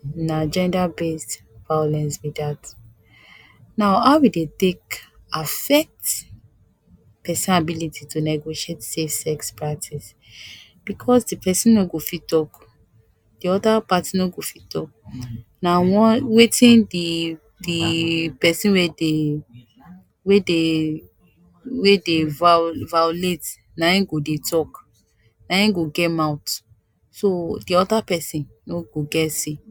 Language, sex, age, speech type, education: Nigerian Pidgin, female, 15-29, spontaneous, tertiary